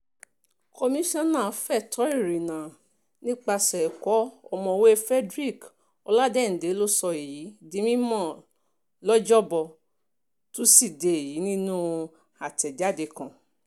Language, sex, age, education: Yoruba, female, 30-45, tertiary